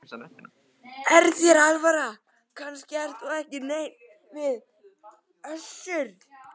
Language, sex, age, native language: Icelandic, male, 13, Icelandic